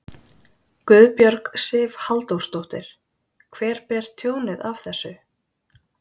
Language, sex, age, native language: Icelandic, female, 40-49, Icelandic